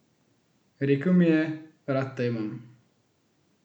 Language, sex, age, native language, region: Slovenian, male, 18-29, Slovenian, Central Slovenia